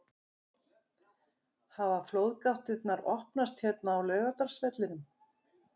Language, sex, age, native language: Icelandic, female, 50-59, Icelandic